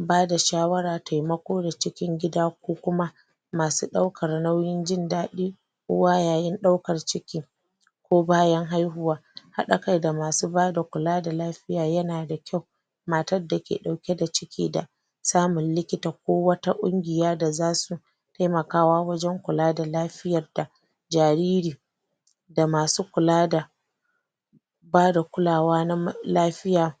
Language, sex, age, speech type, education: Hausa, female, 30-45, spontaneous, tertiary